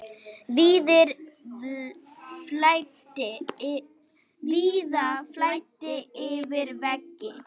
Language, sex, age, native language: Icelandic, female, 8, Icelandic